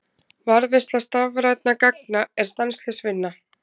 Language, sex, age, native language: Icelandic, female, 20-29, Icelandic